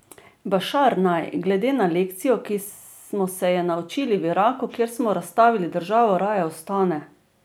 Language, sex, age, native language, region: Slovenian, female, 50-59, Slovenian, Drava region